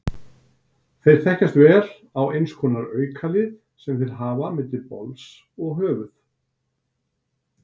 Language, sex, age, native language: Icelandic, male, 60-69, Icelandic